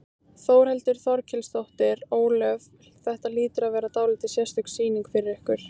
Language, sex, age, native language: Icelandic, female, 18-19, Icelandic